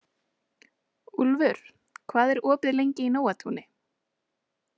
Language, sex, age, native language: Icelandic, female, 20-29, Icelandic